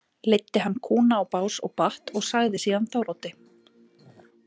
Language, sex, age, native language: Icelandic, female, 20-29, Icelandic